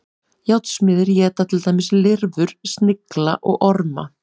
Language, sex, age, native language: Icelandic, female, 40-49, Icelandic